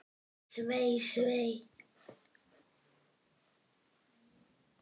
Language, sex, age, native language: Icelandic, female, 8, Icelandic